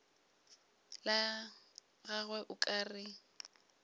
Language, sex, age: Northern Sotho, female, 22